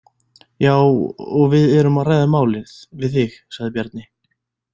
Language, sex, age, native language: Icelandic, male, 20-29, Icelandic